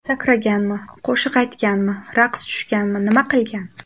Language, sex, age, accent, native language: Uzbek, female, 18-24, Toshkent shahri, Uzbek